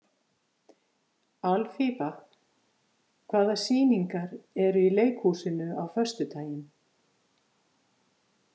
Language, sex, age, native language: Icelandic, female, 50-59, Icelandic